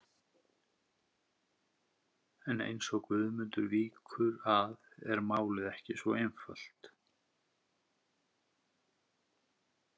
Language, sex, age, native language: Icelandic, male, 50-59, Icelandic